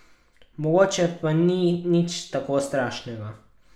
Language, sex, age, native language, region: Slovenian, male, 12-17, Slovenian, Carinthia region